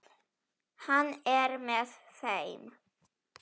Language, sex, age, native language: Icelandic, female, 7, Polish